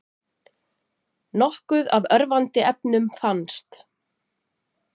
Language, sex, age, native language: Icelandic, female, 40-49, Icelandic